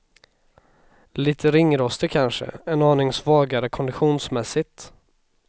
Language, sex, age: Swedish, male, 26